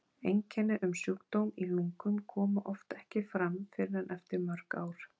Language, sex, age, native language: Icelandic, female, 40-49, Icelandic